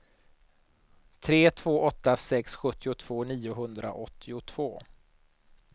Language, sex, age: Swedish, male, 39